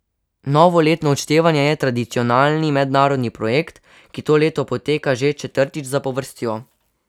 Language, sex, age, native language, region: Slovenian, male, 12-17, Slovenian, Savinja region